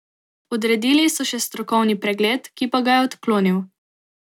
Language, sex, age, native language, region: Slovenian, female, 18-29, Slovenian, Drava region